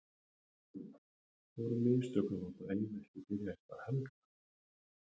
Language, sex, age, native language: Icelandic, male, 30-39, Icelandic